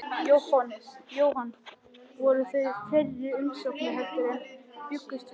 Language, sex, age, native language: Icelandic, male, 11, Icelandic